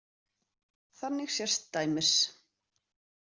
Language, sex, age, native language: Icelandic, female, 30-39, Icelandic